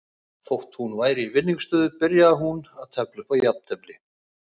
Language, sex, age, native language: Icelandic, male, 40-49, Icelandic